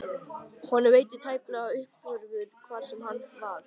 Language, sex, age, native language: Icelandic, male, 13, Icelandic